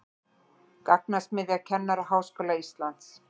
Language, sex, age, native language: Icelandic, female, 40-49, Icelandic